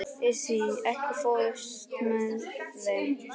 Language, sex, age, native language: Icelandic, male, 18-19, Icelandic